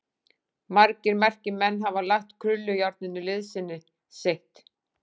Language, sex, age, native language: Icelandic, female, 40-49, Icelandic